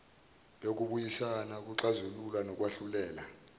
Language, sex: Zulu, male